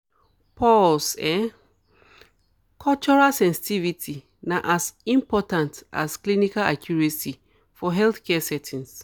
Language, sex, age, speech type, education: Nigerian Pidgin, female, 30-45, spontaneous, tertiary